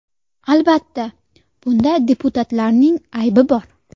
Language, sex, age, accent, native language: Uzbek, female, 19-29, Sirdaryo, Uzbek